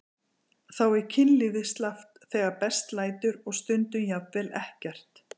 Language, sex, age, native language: Icelandic, female, 40-49, Icelandic